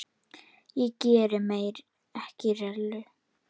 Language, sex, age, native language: Icelandic, female, 9, Icelandic